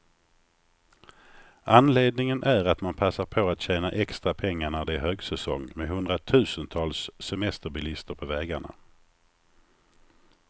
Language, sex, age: Swedish, male, 49